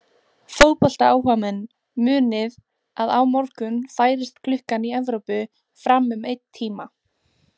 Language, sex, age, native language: Icelandic, female, 18-19, Icelandic